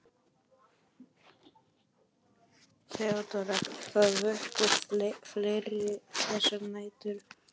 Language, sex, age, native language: Icelandic, male, 11, Polish